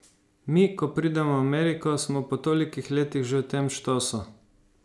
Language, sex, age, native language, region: Slovenian, male, 50-59, Slovenian, Savinja region